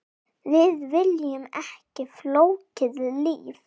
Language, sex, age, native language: Icelandic, female, 8, Icelandic